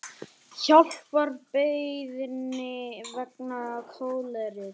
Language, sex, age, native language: Icelandic, male, 18-19, Icelandic